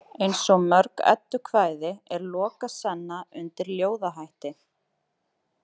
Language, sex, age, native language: Icelandic, female, 30-39, Icelandic